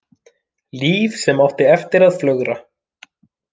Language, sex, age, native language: Icelandic, male, 30-39, Finnish